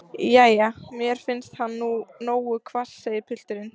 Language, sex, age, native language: Icelandic, female, 14, Icelandic